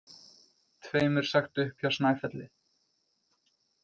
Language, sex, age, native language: Icelandic, male, 20-29, Icelandic